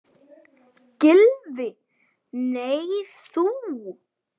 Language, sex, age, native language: Icelandic, male, 8, Icelandic